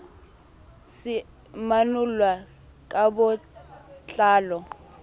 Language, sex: Southern Sotho, female